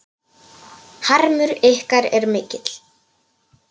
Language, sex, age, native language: Icelandic, male, 9, Polish